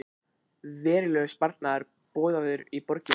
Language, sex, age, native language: Icelandic, male, 20-29, Icelandic